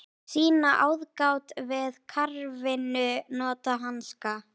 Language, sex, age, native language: Icelandic, female, 18-19, Icelandic